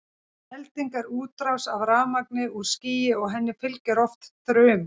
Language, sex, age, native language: Icelandic, female, 40-49, Icelandic